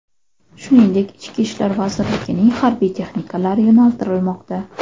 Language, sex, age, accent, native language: Uzbek, female, 25-34, Toshkent shahri, Uzbek